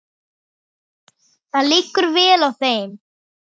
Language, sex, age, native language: Icelandic, male, 9, Icelandic